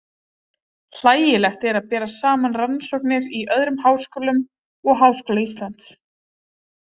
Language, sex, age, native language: Icelandic, female, 30-39, Icelandic